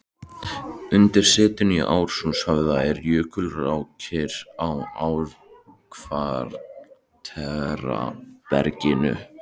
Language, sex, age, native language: Icelandic, male, 13, Icelandic